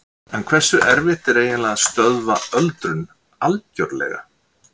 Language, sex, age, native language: Icelandic, male, 60-69, Icelandic